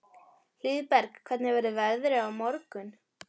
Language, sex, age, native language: Icelandic, female, 12, Icelandic